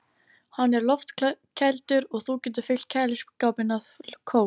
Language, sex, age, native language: Icelandic, female, 13, Icelandic